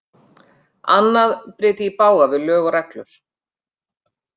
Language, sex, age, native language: Icelandic, female, 50-59, Icelandic